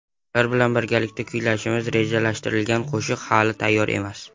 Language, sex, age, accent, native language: Uzbek, male, under 19, Qashqadaryo, Uzbek